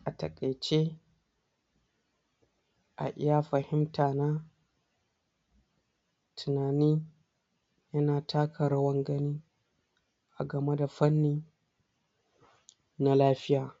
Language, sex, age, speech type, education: Hausa, male, 60+, spontaneous, tertiary